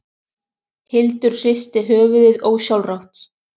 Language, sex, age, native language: Icelandic, other, 30-39, Icelandic